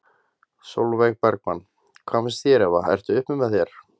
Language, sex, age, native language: Icelandic, male, 20-29, Icelandic